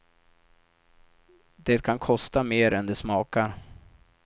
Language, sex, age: Swedish, male, 32